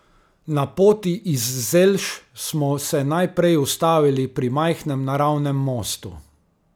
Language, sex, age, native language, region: Slovenian, male, 30-49, Slovenian, Carinthia region